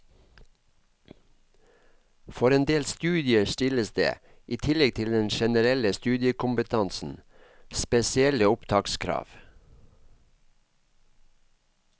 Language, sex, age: Norwegian, male, 54